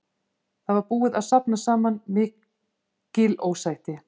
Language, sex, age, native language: Icelandic, female, 50-59, Icelandic